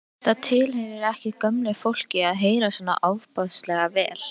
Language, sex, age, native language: Icelandic, female, 13, Icelandic